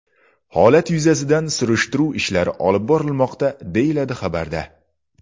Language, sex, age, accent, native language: Uzbek, male, 19-29, Xorazm, Uzbek